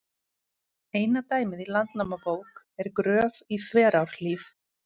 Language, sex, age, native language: Icelandic, female, 30-39, Icelandic